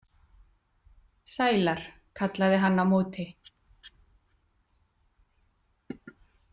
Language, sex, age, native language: Icelandic, female, 40-49, Icelandic